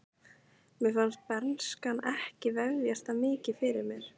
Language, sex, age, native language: Icelandic, female, 15, Icelandic